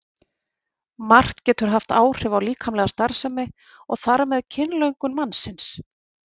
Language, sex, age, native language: Icelandic, female, 40-49, Icelandic